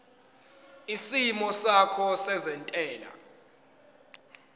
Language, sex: Zulu, male